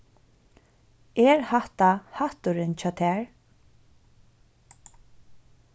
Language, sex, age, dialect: Faroese, female, 15-35, Suðurstreymoy